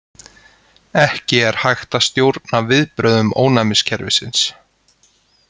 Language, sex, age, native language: Icelandic, male, 20-29, Icelandic